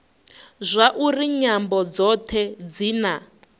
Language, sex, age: Venda, female, 21